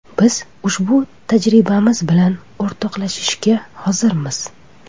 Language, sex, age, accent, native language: Uzbek, female, 25-34, Toshkent shahri, Uzbek